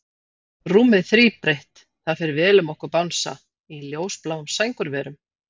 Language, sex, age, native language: Icelandic, female, 40-49, Icelandic